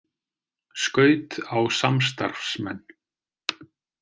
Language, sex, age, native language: Icelandic, male, 30-39, Icelandic